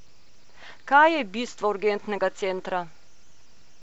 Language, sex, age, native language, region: Slovenian, female, 50-59, Slovenian, Coastal Karst region